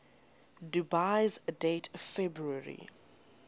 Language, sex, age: English, female, 19